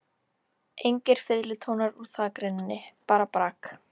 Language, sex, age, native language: Icelandic, female, 13, Icelandic